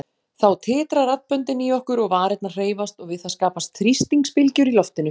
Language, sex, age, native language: Icelandic, female, 40-49, Icelandic